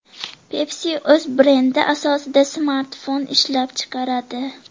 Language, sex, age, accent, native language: Uzbek, female, 12-17, Andijon, Uzbek